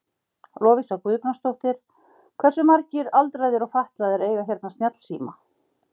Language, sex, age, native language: Icelandic, female, 50-59, Icelandic